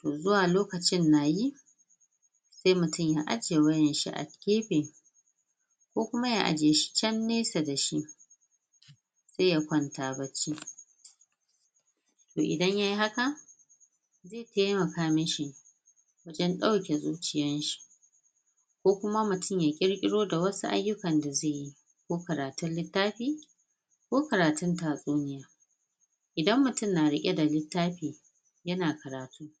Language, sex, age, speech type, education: Hausa, female, 30-45, spontaneous, tertiary